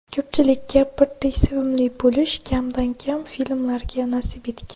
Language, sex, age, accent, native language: Uzbek, female, under 19, Xorazm, Uzbek